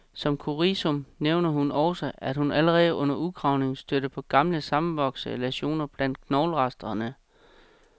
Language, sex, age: Danish, male, 36